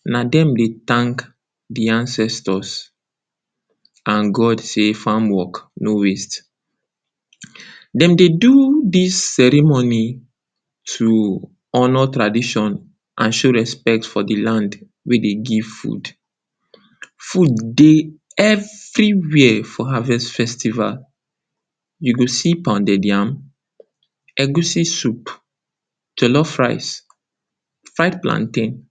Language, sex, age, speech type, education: Nigerian Pidgin, male, 46-60, spontaneous, tertiary